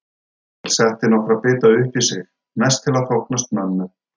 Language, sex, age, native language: Icelandic, male, 30-39, Icelandic